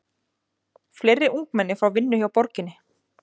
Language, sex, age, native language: Icelandic, female, 20-29, Icelandic